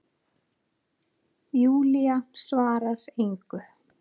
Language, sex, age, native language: Icelandic, female, 9, Icelandic